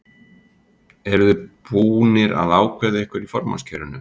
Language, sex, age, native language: Icelandic, male, 40-49, Icelandic